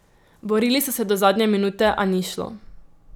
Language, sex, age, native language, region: Slovenian, female, 18-29, Slovenian, Drava region